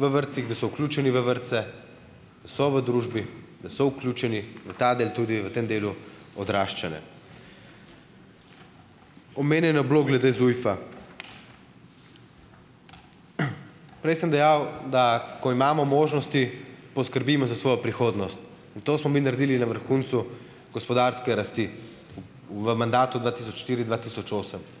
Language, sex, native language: Slovenian, male, Slovenian